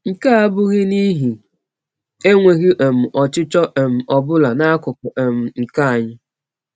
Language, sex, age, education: Igbo, female, 30-45, tertiary